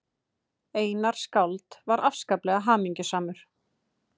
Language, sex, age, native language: Icelandic, female, 30-39, Icelandic